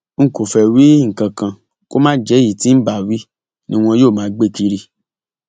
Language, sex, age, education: Yoruba, male, 30-45, tertiary